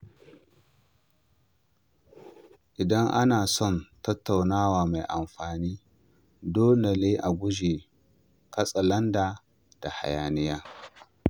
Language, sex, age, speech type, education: Hausa, male, 46-60, read, primary